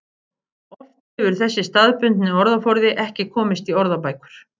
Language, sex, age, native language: Icelandic, female, 50-59, Icelandic